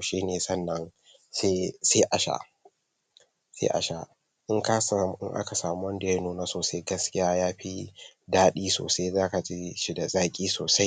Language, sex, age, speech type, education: Hausa, male, 15-29, spontaneous, tertiary